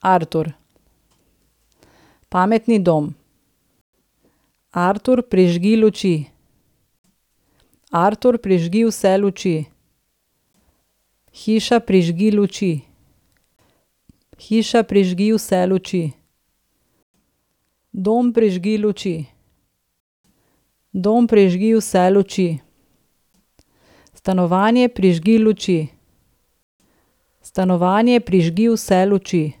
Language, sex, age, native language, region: Slovenian, female, 30-49, Slovenian, Southeast Slovenia